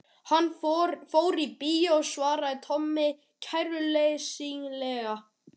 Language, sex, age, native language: Icelandic, male, 12, Icelandic